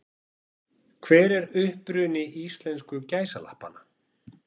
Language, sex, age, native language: Icelandic, male, 40-49, Icelandic